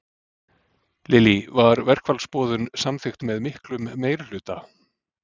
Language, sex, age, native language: Icelandic, male, 40-49, Icelandic